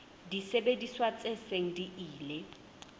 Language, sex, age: Southern Sotho, female, 20